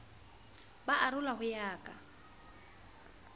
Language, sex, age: Southern Sotho, female, 35